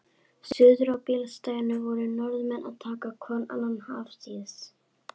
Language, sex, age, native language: Icelandic, female, 11, Icelandic